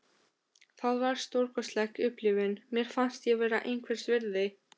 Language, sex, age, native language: Icelandic, female, 13, Albanian